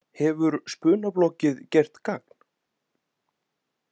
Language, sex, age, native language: Icelandic, male, 20-29, Icelandic